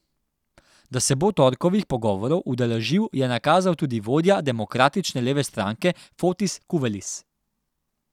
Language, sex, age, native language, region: Slovenian, male, 18-29, Slovenian, Central Slovenia